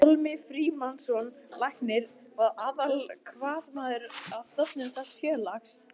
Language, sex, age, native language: Icelandic, male, 11, Icelandic